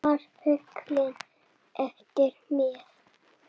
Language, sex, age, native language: Icelandic, male, 7, Icelandic